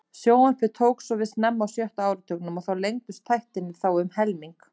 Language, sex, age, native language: Icelandic, female, 30-39, Icelandic